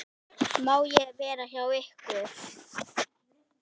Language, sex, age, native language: Icelandic, female, 8, Icelandic